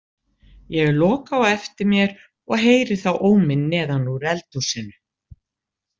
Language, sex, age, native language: Icelandic, female, 60-69, Icelandic